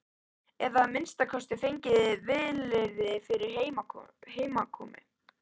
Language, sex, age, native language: Icelandic, female, 13, Icelandic